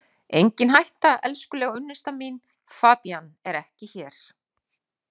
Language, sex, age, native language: Icelandic, female, 40-49, Icelandic